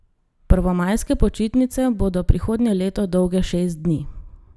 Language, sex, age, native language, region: Slovenian, female, 30-49, Slovenian, Gorenjska region